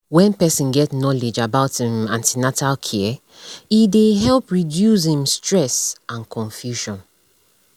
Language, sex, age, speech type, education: Nigerian Pidgin, female, 30-45, spontaneous, tertiary